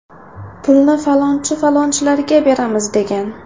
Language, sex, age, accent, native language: Uzbek, female, 19-29, Samarqand, Uzbek